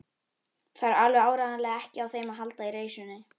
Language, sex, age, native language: Icelandic, female, 11, Icelandic